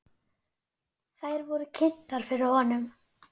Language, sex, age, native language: Icelandic, female, 10, Icelandic